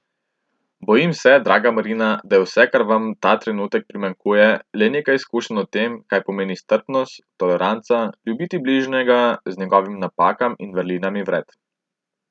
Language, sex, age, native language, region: Slovenian, male, 18-29, Slovenian, Central Slovenia